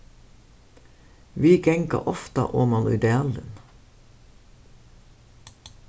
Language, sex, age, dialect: Faroese, female, 61+, Suðurstreymoy